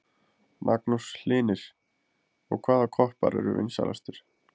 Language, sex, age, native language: Icelandic, male, 20-29, Icelandic